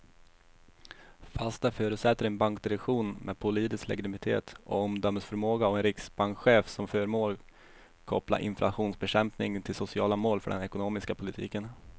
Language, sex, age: Swedish, male, 21